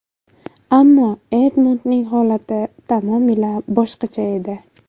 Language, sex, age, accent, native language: Uzbek, female, 18-24, Buxoro, Uzbek